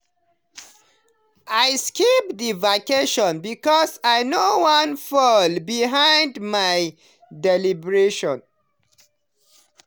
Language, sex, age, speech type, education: Nigerian Pidgin, male, 30-45, spontaneous, tertiary